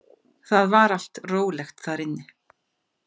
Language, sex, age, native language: Icelandic, female, 50-59, Icelandic